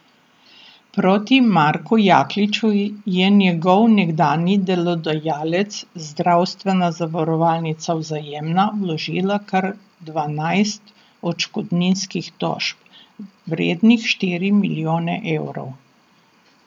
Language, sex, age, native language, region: Slovenian, female, 60+, Slovenian, Southeast Slovenia